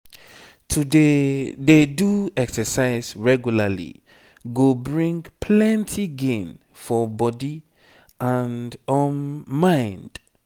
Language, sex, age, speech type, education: Nigerian Pidgin, male, 30-45, spontaneous, tertiary